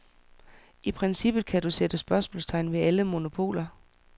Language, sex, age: Danish, female, 44